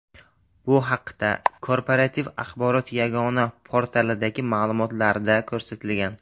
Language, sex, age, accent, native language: Uzbek, male, 18-24, Samarqand, Uzbek